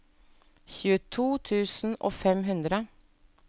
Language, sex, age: Norwegian, female, 47